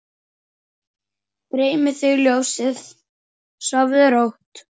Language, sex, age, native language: Icelandic, male, 9, Icelandic